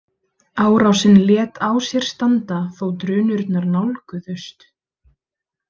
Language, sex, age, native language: Icelandic, female, 30-39, Icelandic